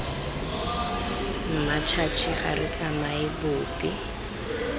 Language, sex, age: Tswana, female, 20